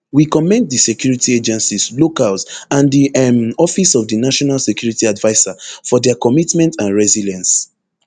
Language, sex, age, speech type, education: Nigerian Pidgin, male, 15-29, spontaneous, tertiary